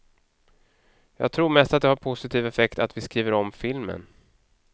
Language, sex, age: Swedish, male, 31